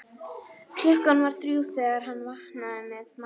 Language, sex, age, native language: Icelandic, female, 11, Icelandic